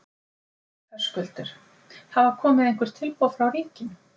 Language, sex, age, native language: Icelandic, female, 50-59, Icelandic